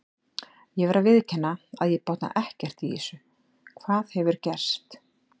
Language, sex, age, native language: Icelandic, female, 40-49, Icelandic